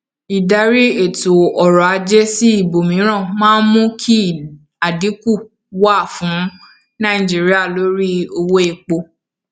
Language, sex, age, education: Yoruba, female, 15-29, tertiary